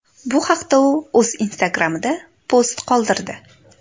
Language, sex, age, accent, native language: Uzbek, female, 18-24, Andijon, Uzbek